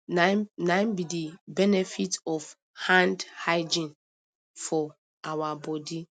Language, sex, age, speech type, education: Nigerian Pidgin, female, 30-45, spontaneous, tertiary